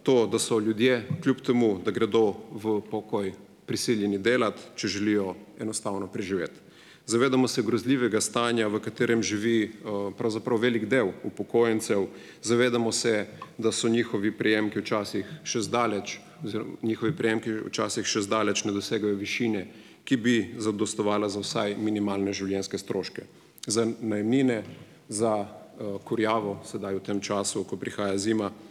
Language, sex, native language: Slovenian, male, Slovenian